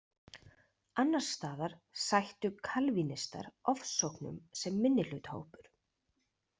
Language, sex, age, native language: Icelandic, female, 20-29, Icelandic